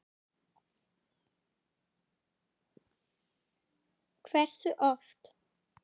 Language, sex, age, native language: Icelandic, female, 9, Icelandic